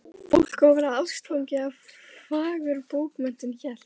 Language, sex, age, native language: Icelandic, female, 12, Icelandic